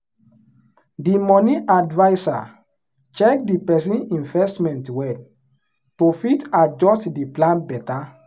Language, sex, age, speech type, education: Nigerian Pidgin, male, 15-29, spontaneous, tertiary